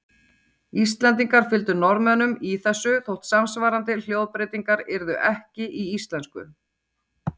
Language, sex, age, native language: Icelandic, female, 40-49, Icelandic